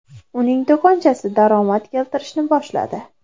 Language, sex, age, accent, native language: Uzbek, female, under 19, Andijon, Uzbek